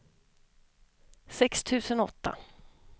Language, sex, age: Swedish, female, 32